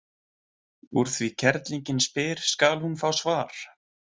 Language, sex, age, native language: Icelandic, male, 20-29, Icelandic